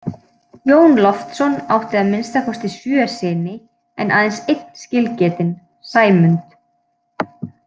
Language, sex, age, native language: Icelandic, female, 20-29, Icelandic